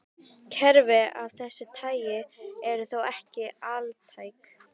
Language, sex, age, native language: Icelandic, male, 18-19, Icelandic